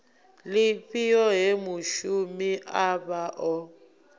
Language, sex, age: Venda, female, 24